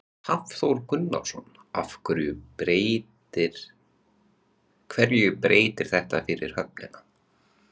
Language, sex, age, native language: Icelandic, male, 20-29, Icelandic